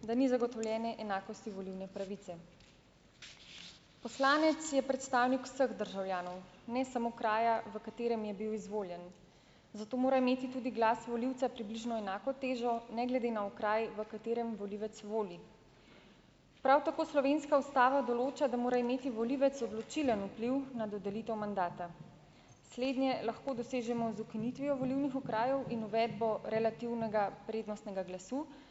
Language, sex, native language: Slovenian, female, Slovenian